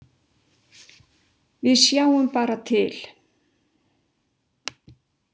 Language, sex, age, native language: Icelandic, female, 60-69, Icelandic